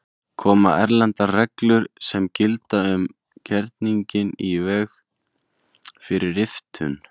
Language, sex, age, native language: Icelandic, male, 20-29, Icelandic